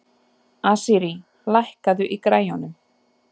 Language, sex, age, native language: Icelandic, female, 30-39, Icelandic